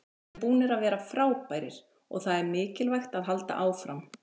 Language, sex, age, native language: Icelandic, female, 40-49, Icelandic